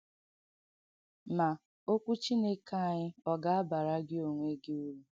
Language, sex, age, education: Igbo, female, 15-29, tertiary